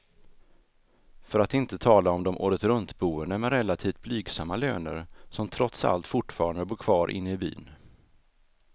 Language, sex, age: Swedish, male, 33